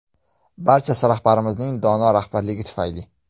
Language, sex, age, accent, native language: Uzbek, male, 25-34, Jizzax, Uzbek